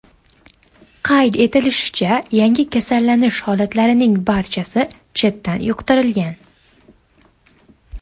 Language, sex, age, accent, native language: Uzbek, female, 19-29, Andijon, Uzbek